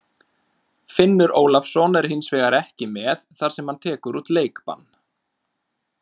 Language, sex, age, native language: Icelandic, male, 30-39, Icelandic